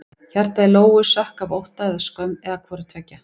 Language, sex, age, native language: Icelandic, female, 40-49, Icelandic